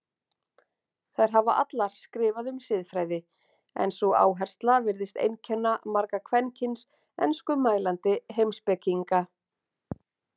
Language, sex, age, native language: Icelandic, female, 40-49, Icelandic